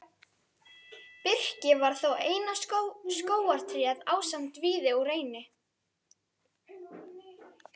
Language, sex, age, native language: Icelandic, female, 12, Icelandic